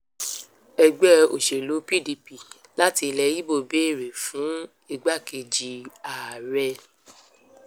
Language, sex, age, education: Yoruba, female, 15-29, tertiary